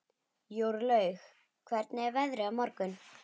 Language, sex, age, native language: Icelandic, female, 11, Icelandic